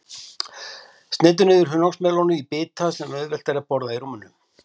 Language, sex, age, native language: Icelandic, male, 50-59, Icelandic